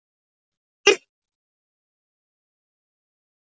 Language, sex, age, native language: Icelandic, female, 10, Icelandic